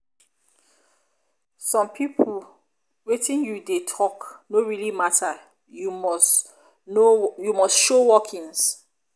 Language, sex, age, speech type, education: Nigerian Pidgin, female, 30-45, spontaneous, tertiary